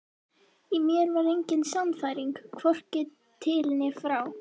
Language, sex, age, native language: Icelandic, female, 11, Icelandic